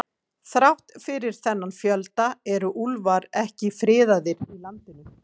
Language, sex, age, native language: Icelandic, female, 40-49, Icelandic